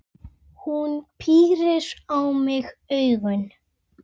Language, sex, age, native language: Icelandic, female, 9, Icelandic